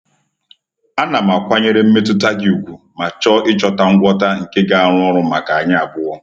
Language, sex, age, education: Igbo, male, 30-45, tertiary